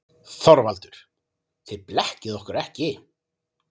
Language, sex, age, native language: Icelandic, male, 40-49, Icelandic